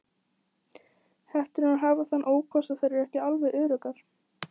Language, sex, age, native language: Icelandic, female, 14, Icelandic